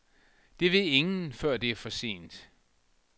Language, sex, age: Danish, male, 62